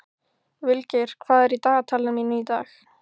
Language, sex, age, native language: Icelandic, female, 15, Icelandic